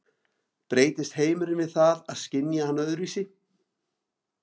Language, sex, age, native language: Icelandic, male, 50-59, Icelandic